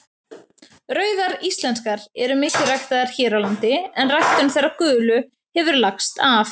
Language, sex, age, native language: Icelandic, female, 30-39, Icelandic